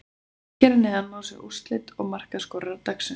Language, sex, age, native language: Icelandic, female, 30-39, Icelandic